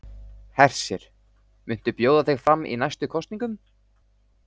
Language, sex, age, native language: Icelandic, male, 18-19, Icelandic